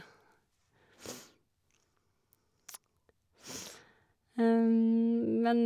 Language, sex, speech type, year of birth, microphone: Norwegian, female, spontaneous, 1984, Shure